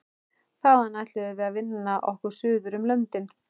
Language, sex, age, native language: Icelandic, male, 11, Icelandic